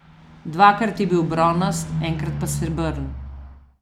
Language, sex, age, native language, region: Slovenian, female, 50-59, Slovenian, Southeast Slovenia